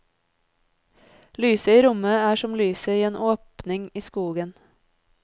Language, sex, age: Norwegian, female, 30